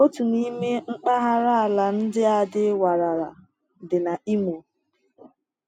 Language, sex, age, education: Igbo, female, 15-29, tertiary